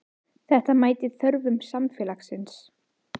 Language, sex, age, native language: Icelandic, female, 18-19, Icelandic